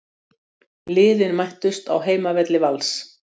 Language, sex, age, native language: Icelandic, female, 60-69, Icelandic